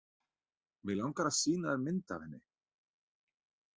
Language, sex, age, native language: Icelandic, male, 30-39, Icelandic